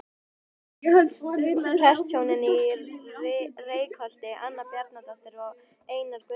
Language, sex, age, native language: Icelandic, female, 12, Icelandic